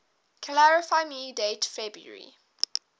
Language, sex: English, female